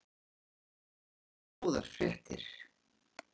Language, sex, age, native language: Icelandic, male, 40-49, Icelandic